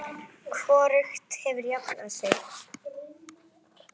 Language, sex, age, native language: Icelandic, female, 10, Icelandic